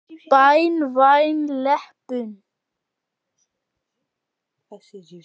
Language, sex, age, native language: Icelandic, male, 10, Icelandic